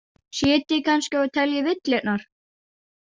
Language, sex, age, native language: Icelandic, female, 40-49, Icelandic